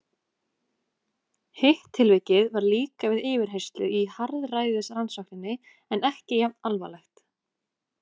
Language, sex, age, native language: Icelandic, female, 20-29, Icelandic